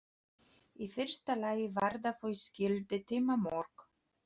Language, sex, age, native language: Icelandic, female, 30-39, Polish